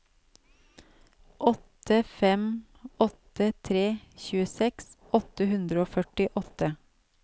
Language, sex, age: Norwegian, female, 37